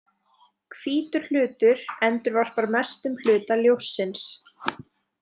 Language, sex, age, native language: Icelandic, female, 20-29, Icelandic